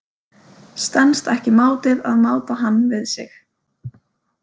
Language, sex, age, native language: Icelandic, female, 18-19, Icelandic